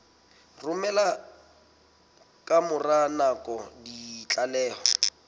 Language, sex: Southern Sotho, male